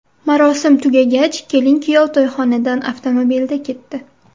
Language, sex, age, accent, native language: Uzbek, female, 18-24, Surxondaryo, Uzbek